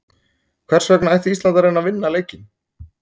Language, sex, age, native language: Icelandic, male, 30-39, Icelandic